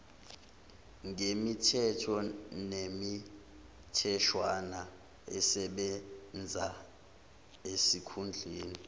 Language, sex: Zulu, male